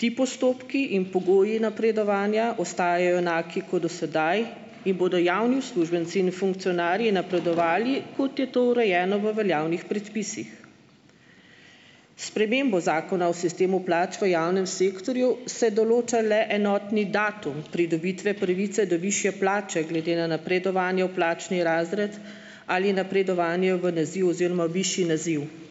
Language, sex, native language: Slovenian, female, Slovenian